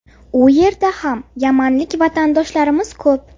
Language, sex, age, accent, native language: Uzbek, female, 30-39, Buxoro, Uzbek